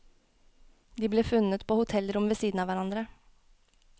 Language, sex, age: Norwegian, female, 21